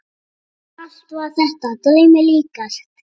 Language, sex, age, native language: Icelandic, female, 6, Icelandic